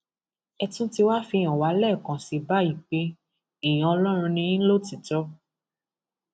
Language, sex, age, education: Yoruba, female, 15-29, tertiary